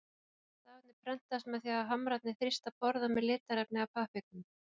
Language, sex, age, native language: Icelandic, female, 40-49, Icelandic